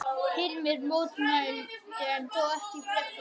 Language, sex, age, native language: Icelandic, other, 12, Icelandic